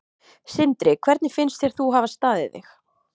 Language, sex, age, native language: Icelandic, female, 30-39, Icelandic